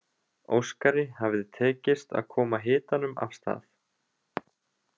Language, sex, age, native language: Icelandic, male, 20-29, Icelandic